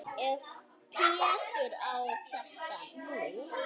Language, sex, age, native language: Icelandic, other, 8, Icelandic